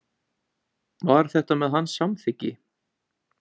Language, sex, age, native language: Icelandic, male, 20-29, Icelandic